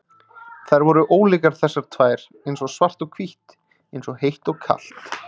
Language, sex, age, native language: Icelandic, male, 30-39, Icelandic